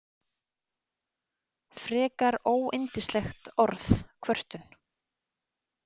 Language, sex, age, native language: Icelandic, female, 30-39, Icelandic